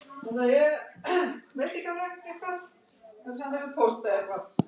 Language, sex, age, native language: Icelandic, male, 11, Icelandic